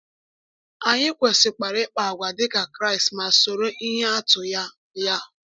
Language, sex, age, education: Igbo, female, 15-29, tertiary